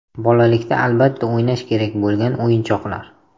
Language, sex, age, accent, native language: Uzbek, male, 18-24, Toshkent shahri, Uzbek